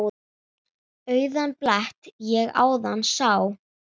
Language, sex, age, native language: Icelandic, female, 9, Icelandic